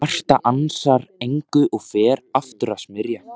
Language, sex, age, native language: Icelandic, male, 14, Icelandic